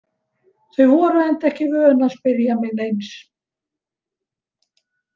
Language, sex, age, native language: Icelandic, female, 70-79, Icelandic